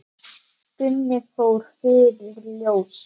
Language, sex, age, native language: Icelandic, male, 8, Icelandic